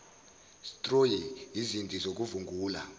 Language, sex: Zulu, male